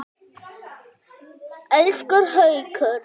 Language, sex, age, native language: Icelandic, female, 9, Icelandic